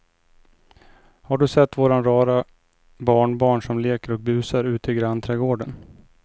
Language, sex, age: Swedish, male, 29